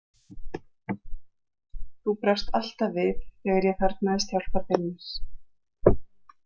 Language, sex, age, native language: Icelandic, female, 40-49, Icelandic